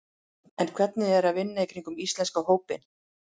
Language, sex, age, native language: Icelandic, female, 40-49, Icelandic